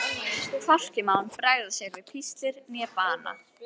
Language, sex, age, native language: Icelandic, female, 11, Icelandic